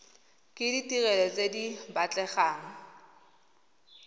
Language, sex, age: Tswana, female, 20